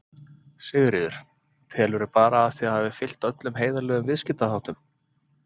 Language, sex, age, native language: Icelandic, male, 30-39, Icelandic